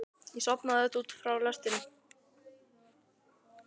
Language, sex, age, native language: Icelandic, male, 12, Icelandic